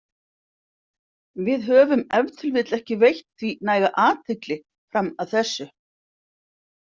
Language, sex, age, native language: Icelandic, female, 50-59, Icelandic